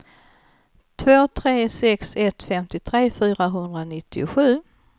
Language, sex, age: Swedish, female, 55